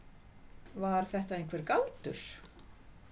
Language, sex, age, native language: Icelandic, female, 50-59, Icelandic